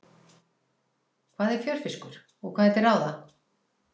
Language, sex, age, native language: Icelandic, female, 60-69, Icelandic